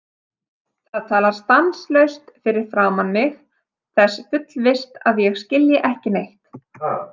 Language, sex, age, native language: Icelandic, female, 30-39, Icelandic